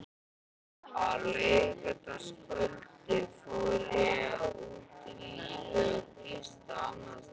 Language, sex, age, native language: Icelandic, male, 11, Icelandic